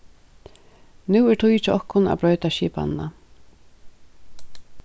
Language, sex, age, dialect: Faroese, female, 36-60, Suðurstreymoy